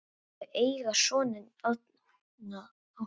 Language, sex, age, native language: Icelandic, female, 7, Icelandic